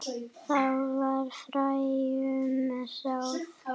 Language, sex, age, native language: Icelandic, female, 8, Icelandic